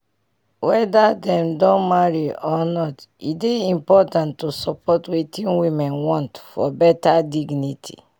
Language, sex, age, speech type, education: Nigerian Pidgin, female, 30-45, spontaneous, tertiary